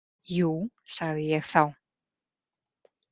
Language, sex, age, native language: Icelandic, female, 40-49, Icelandic